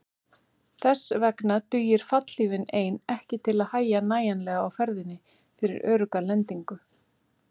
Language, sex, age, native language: Icelandic, female, 30-39, Icelandic